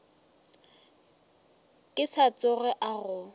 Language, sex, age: Northern Sotho, female, 23